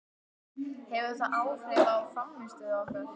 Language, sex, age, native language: Icelandic, female, 12, Icelandic